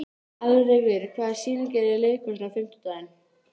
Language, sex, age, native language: Icelandic, female, 13, Icelandic